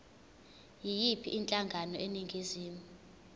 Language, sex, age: Zulu, female, 21